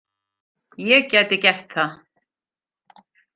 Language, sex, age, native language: Icelandic, female, 40-49, Icelandic